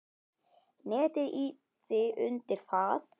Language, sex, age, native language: Icelandic, male, 10, Icelandic